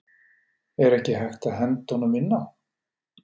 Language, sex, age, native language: Icelandic, male, 40-49, Icelandic